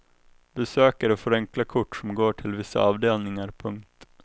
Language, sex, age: Swedish, male, 21